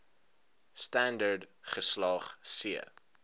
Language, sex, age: Afrikaans, male, 19